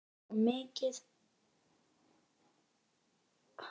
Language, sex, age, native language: Icelandic, female, 10, Icelandic